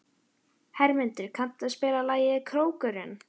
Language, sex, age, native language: Icelandic, female, 11, Icelandic